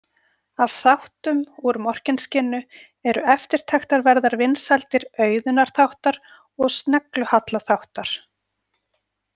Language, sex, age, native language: Icelandic, female, 40-49, Icelandic